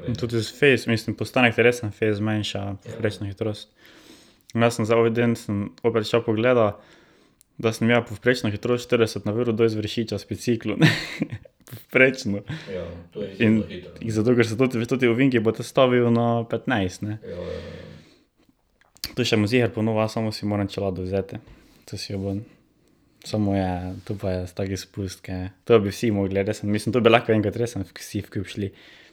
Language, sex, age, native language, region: Slovenian, male, 18-29, Slovenian, Drava region